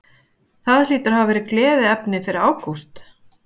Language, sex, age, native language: Icelandic, female, 50-59, Icelandic